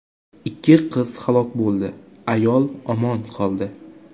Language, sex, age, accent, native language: Uzbek, male, 18-24, Jizzax, Uzbek